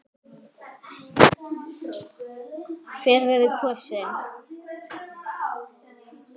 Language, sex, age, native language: Icelandic, male, 9, Icelandic